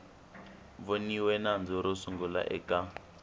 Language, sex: Tsonga, male